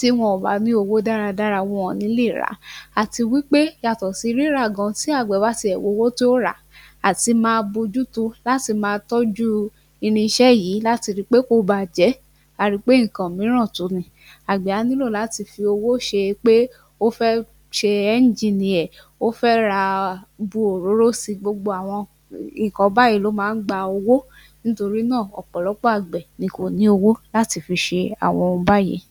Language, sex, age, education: Yoruba, female, 30-45, tertiary